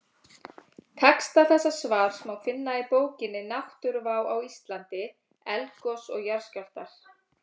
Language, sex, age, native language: Icelandic, female, 30-39, Icelandic